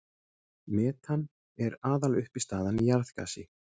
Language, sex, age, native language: Icelandic, male, 40-49, Icelandic